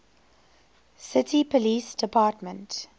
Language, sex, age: English, female, 21